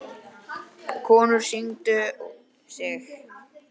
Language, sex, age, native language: Icelandic, male, 10, Icelandic